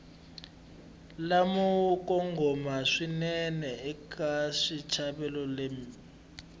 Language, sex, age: Tsonga, male, 20